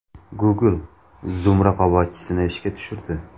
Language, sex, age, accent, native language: Uzbek, male, 19-29, Samarqand, Uzbek